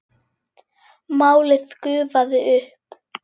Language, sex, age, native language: Icelandic, female, 10, Icelandic